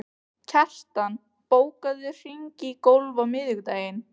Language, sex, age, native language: Icelandic, other, 15, Icelandic